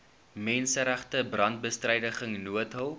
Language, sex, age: Afrikaans, male, 19